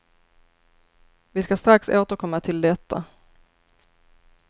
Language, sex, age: Swedish, female, 33